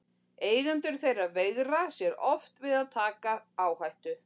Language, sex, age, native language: Icelandic, female, 40-49, Icelandic